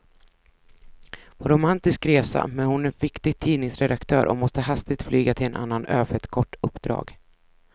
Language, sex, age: Swedish, female, 33